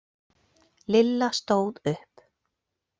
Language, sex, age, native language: Icelandic, female, 40-49, Icelandic